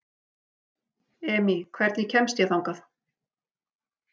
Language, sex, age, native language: Icelandic, female, 40-49, Icelandic